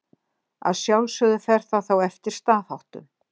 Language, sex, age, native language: Icelandic, female, 60-69, Icelandic